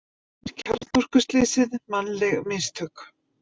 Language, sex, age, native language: Icelandic, female, 50-59, Icelandic